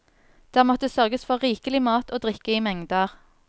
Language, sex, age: Norwegian, female, 24